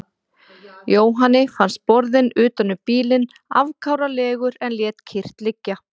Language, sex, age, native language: Icelandic, female, 40-49, Icelandic